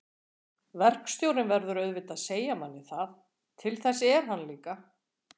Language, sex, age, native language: Icelandic, female, 40-49, Icelandic